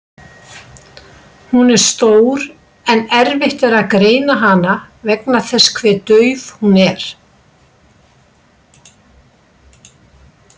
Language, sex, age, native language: Icelandic, female, 60-69, Icelandic